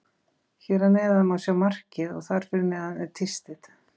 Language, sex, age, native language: Icelandic, female, 20-29, Icelandic